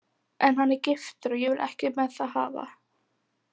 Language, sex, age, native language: Icelandic, female, 18-19, Icelandic